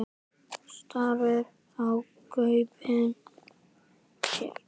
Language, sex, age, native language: Icelandic, male, 10, Icelandic